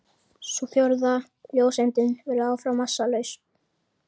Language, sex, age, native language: Icelandic, female, 30-39, Icelandic